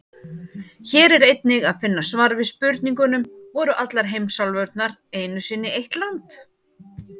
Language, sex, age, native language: Icelandic, female, 30-39, Icelandic